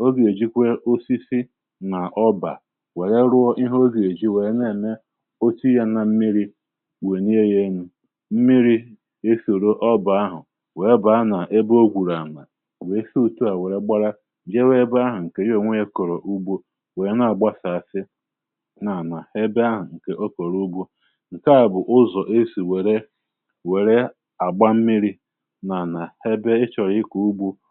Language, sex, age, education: Igbo, male, 30-45, tertiary